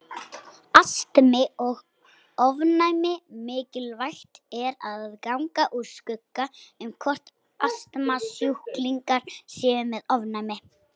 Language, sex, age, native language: Icelandic, female, 60-69, Icelandic